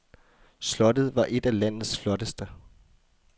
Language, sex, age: Danish, male, 24